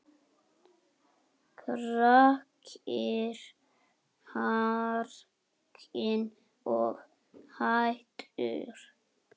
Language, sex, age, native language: Icelandic, male, 6, Icelandic